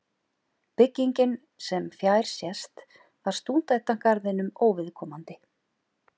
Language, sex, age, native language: Icelandic, male, 11, Icelandic